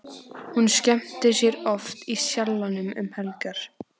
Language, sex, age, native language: Icelandic, female, 14, Icelandic